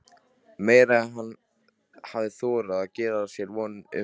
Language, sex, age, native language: Icelandic, male, 13, Icelandic